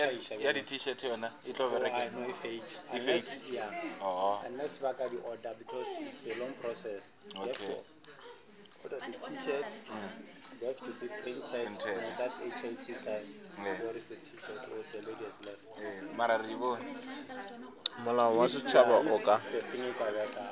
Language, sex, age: Northern Sotho, female, 22